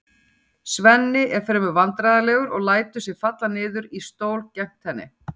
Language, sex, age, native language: Icelandic, female, 40-49, Icelandic